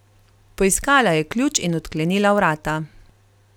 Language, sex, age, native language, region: Slovenian, female, 30-49, Slovenian, Carinthia region